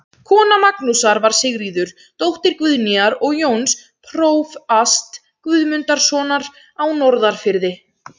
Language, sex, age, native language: Icelandic, female, 17, Icelandic